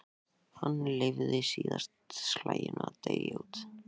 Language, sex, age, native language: Icelandic, male, 14, Icelandic